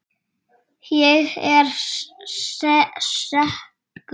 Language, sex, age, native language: Icelandic, male, 7, Icelandic